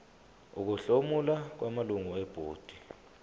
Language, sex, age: Zulu, male, 25